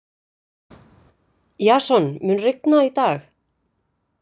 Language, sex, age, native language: Icelandic, female, 50-59, Icelandic